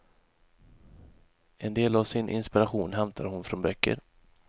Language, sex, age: Swedish, male, 31